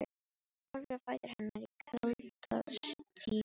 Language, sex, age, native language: Icelandic, female, 18-19, Filipino